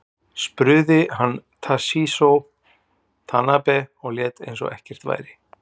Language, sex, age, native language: Icelandic, male, 40-49, Icelandic